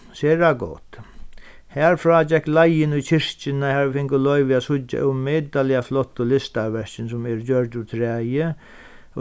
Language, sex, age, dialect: Faroese, male, 36-60, Sandoy